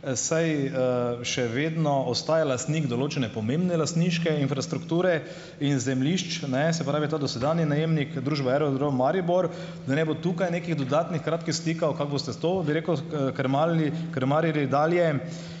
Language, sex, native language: Slovenian, male, Slovenian